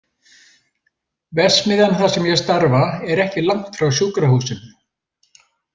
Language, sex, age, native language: Icelandic, male, 70-79, Icelandic